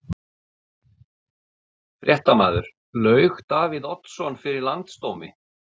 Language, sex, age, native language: Icelandic, male, 50-59, Icelandic